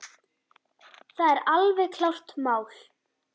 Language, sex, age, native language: Icelandic, female, 10, Icelandic